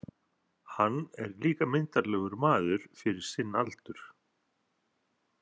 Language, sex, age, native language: Icelandic, male, 30-39, Icelandic